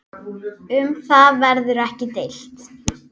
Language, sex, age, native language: Icelandic, female, 8, Icelandic